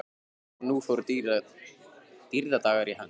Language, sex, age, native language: Icelandic, male, 15, Icelandic